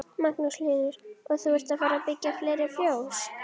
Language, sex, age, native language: Icelandic, female, 11, Icelandic